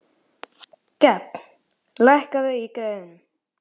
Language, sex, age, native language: Icelandic, male, 12, Icelandic